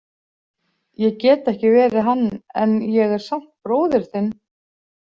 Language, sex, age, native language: Icelandic, female, 40-49, Icelandic